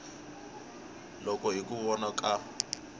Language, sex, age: Tsonga, male, 21